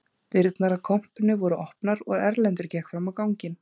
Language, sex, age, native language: Icelandic, female, 30-39, Icelandic